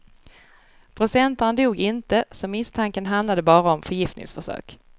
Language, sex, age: Swedish, female, 35